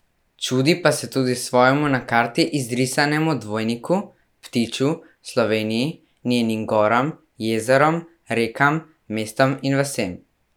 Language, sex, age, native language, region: Slovenian, male, 12-17, Slovenian, Central Slovenia